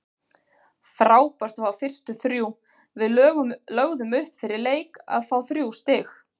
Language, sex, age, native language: Icelandic, female, 40-49, Icelandic